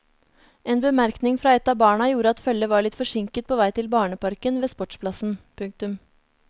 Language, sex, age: Norwegian, female, 30